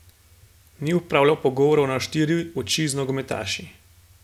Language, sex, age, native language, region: Slovenian, male, 18-29, Slovenian, Gorenjska region